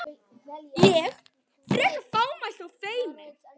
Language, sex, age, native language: Icelandic, male, 10, Icelandic